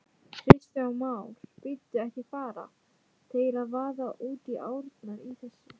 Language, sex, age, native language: Icelandic, female, 18-19, Icelandic